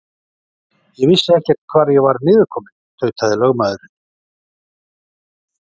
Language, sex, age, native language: Icelandic, male, 40-49, Icelandic